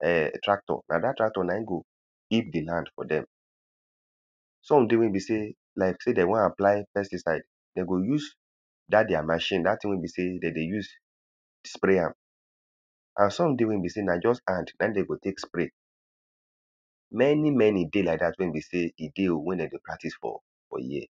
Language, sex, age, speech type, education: Nigerian Pidgin, male, 30-45, spontaneous, primary